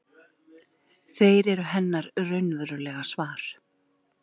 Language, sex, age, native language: Icelandic, female, 40-49, Icelandic